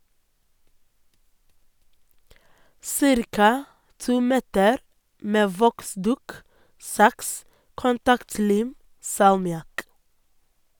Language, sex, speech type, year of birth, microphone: Norwegian, female, read, 1988, Sennheiser